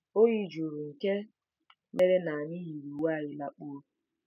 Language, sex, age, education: Igbo, female, 15-29, tertiary